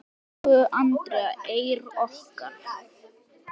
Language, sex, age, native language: Icelandic, male, 10, Icelandic